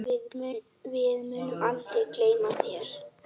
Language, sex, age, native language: Icelandic, female, 8, Icelandic